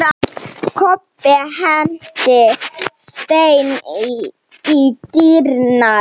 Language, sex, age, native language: Icelandic, female, 7, Icelandic